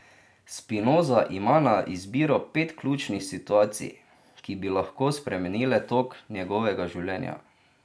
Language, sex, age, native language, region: Slovenian, male, 30-49, Slovenian, Drava region